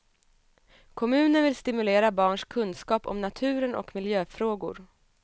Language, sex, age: Swedish, female, 27